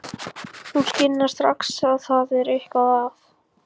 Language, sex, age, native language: Icelandic, male, 14, Icelandic